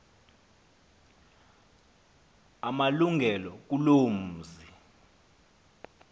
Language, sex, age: Xhosa, male, 23